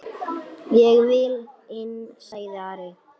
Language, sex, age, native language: Icelandic, female, 8, Icelandic